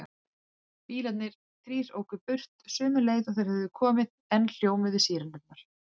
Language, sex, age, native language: Icelandic, female, 30-39, Icelandic